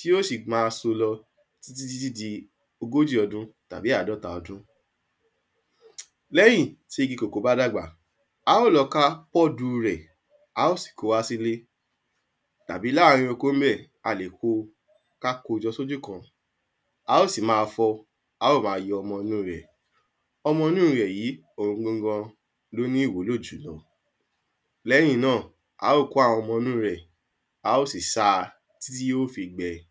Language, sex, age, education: Yoruba, male, 15-29, tertiary